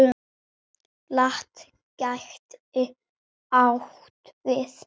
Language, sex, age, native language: Icelandic, male, 7, Icelandic